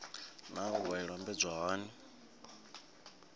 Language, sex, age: Venda, male, 26